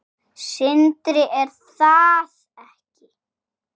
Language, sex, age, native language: Icelandic, male, 6, Icelandic